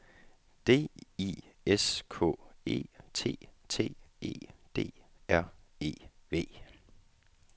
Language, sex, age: Danish, male, 35